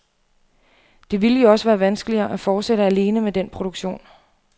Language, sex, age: Danish, female, 28